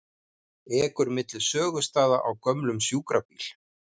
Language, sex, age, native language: Icelandic, male, 50-59, Icelandic